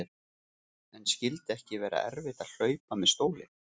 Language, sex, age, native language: Icelandic, male, 40-49, Icelandic